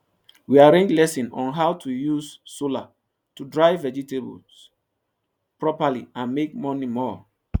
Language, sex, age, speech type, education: Nigerian Pidgin, male, 15-29, spontaneous, tertiary